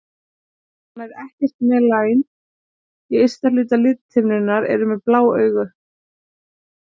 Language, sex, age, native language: Icelandic, female, 20-29, Icelandic